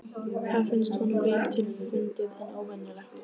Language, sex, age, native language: Icelandic, female, 15, Icelandic